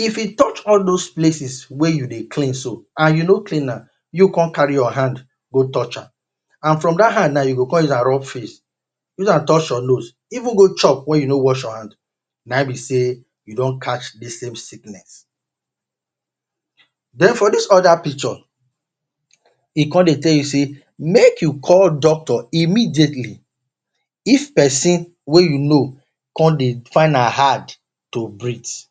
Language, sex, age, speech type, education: Nigerian Pidgin, male, 30-45, spontaneous, tertiary